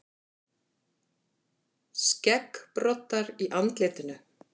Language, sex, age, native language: Icelandic, female, 50-59, Icelandic